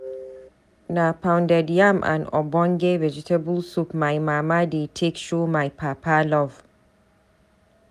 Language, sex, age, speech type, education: Nigerian Pidgin, female, 30-45, read, tertiary